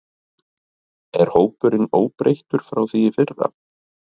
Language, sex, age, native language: Icelandic, male, 30-39, Icelandic